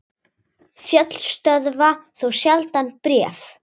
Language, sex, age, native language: Icelandic, female, 8, Icelandic